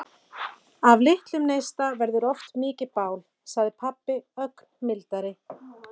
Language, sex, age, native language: Icelandic, female, 40-49, Icelandic